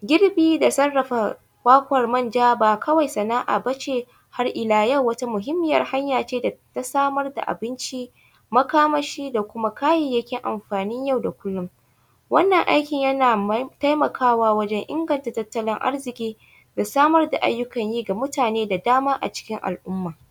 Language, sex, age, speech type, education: Hausa, female, 15-29, spontaneous, tertiary